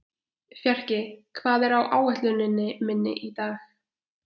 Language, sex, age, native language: Icelandic, female, 11, Icelandic